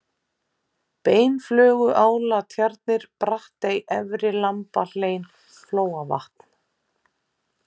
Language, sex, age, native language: Icelandic, female, 40-49, Icelandic